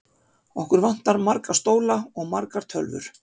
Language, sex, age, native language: Icelandic, female, 50-59, Icelandic